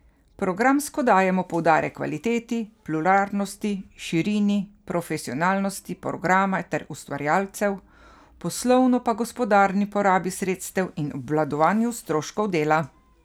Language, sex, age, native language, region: Slovenian, female, 50-59, Slovenian, Carinthia region